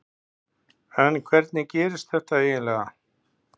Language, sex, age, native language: Icelandic, male, 60-69, Icelandic